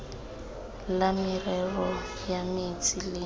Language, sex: Tswana, female